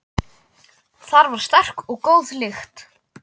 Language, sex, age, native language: Icelandic, male, 12, Icelandic